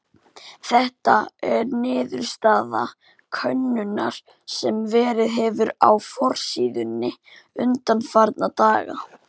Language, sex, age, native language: Icelandic, female, 40-49, Icelandic